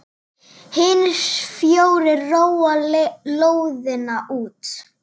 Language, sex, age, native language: Icelandic, female, 9, Icelandic